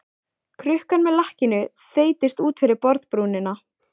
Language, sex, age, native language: Icelandic, female, 14, Icelandic